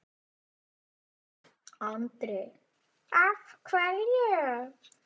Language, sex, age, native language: Icelandic, male, 9, Icelandic